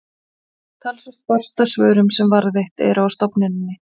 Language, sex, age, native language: Icelandic, female, 40-49, Icelandic